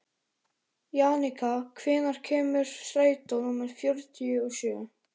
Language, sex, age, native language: Icelandic, male, 13, Icelandic